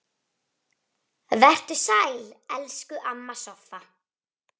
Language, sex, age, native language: Icelandic, female, 9, Icelandic